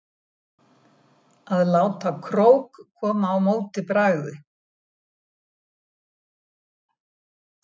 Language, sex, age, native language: Icelandic, female, 70-79, Icelandic